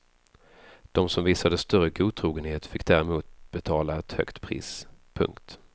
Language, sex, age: Swedish, male, 33